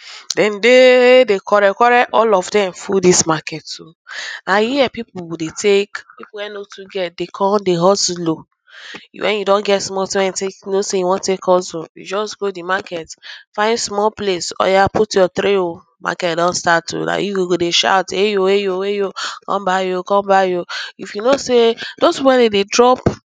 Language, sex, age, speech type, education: Nigerian Pidgin, female, 15-29, spontaneous, tertiary